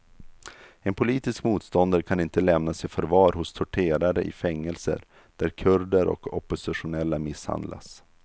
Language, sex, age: Swedish, male, 32